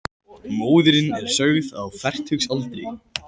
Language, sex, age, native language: Icelandic, male, 18-19, Icelandic